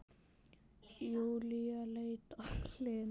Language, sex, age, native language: Icelandic, male, 10, Icelandic